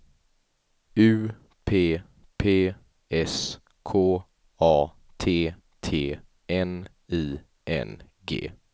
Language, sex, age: Swedish, male, 18